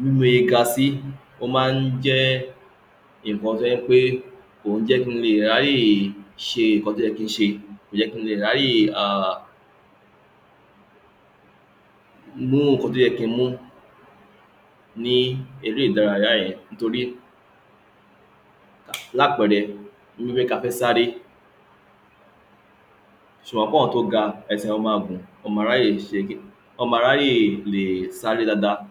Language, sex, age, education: Yoruba, male, 60+, tertiary